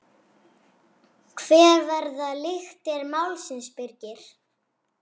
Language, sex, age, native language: Icelandic, female, 6, Icelandic